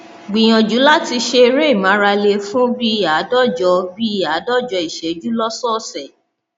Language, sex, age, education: Yoruba, female, 30-45, tertiary